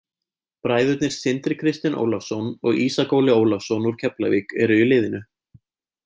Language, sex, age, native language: Icelandic, male, 20-29, Icelandic